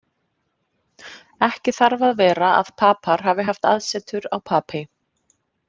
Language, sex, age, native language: Icelandic, female, 30-39, Icelandic